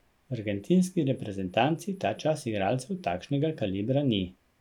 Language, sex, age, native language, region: Slovenian, male, 50-59, Slovenian, Central Slovenia